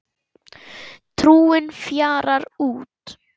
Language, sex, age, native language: Icelandic, male, 10, Icelandic